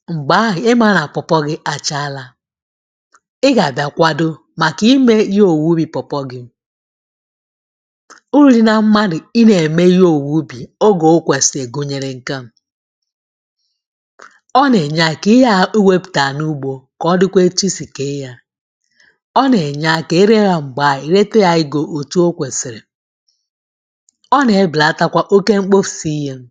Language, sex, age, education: Igbo, female, 30-45, tertiary